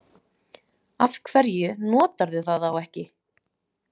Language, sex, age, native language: Icelandic, female, 20-29, Icelandic